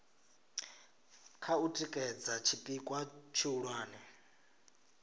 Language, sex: Venda, male